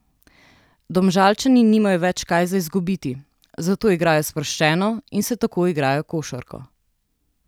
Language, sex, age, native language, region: Slovenian, female, 30-49, Slovenian, Southeast Slovenia